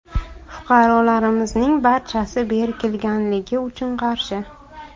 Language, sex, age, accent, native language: Uzbek, female, 19-29, Buxoro, Uzbek